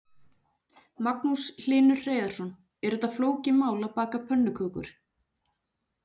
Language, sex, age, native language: Icelandic, female, 40-49, Icelandic